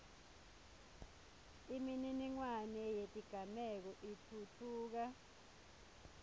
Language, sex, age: Swati, female, 21